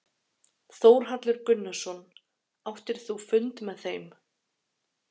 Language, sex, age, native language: Icelandic, female, 30-39, Icelandic